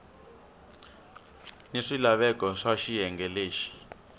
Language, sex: Tsonga, male